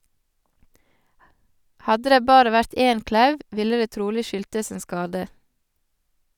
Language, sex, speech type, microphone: Norwegian, female, read, Sennheiser